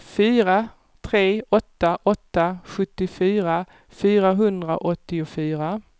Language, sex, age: Swedish, female, 48